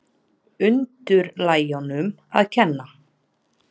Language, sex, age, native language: Icelandic, female, 30-39, Icelandic